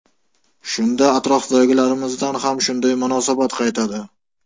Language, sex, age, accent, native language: Uzbek, male, 18-24, Farg'ona, Uzbek